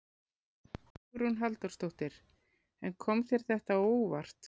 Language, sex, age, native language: Icelandic, female, 40-49, Icelandic